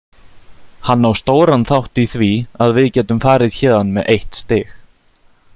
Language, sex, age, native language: Icelandic, male, 30-39, Icelandic